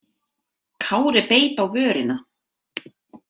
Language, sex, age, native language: Icelandic, female, 30-39, Icelandic